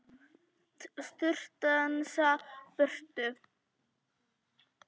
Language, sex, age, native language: Icelandic, female, 10, Polish